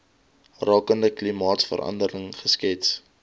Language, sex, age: Afrikaans, male, 22